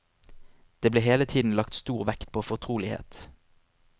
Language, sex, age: Norwegian, male, 25